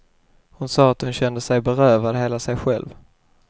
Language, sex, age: Swedish, male, 21